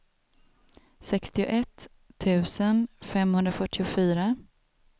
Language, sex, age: Swedish, female, 27